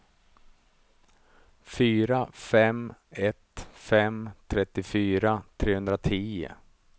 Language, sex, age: Swedish, male, 35